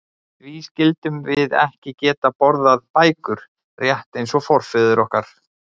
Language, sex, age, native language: Icelandic, male, 40-49, Icelandic